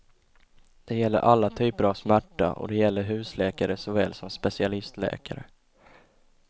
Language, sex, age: Swedish, male, 20